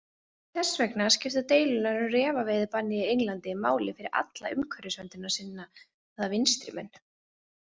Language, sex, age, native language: Icelandic, female, 20-29, Icelandic